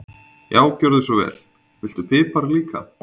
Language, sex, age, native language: Icelandic, male, 20-29, Icelandic